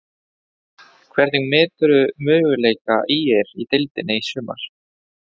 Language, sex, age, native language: Icelandic, male, 20-29, Spanish